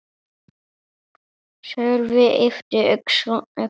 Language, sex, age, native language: Icelandic, male, 8, Icelandic